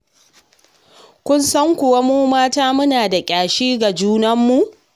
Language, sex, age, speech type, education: Hausa, female, 30-45, read, secondary